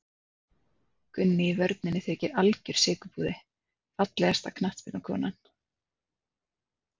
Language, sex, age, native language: Icelandic, female, 30-39, Icelandic